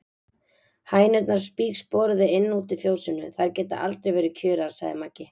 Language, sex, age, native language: Icelandic, female, 20-29, Icelandic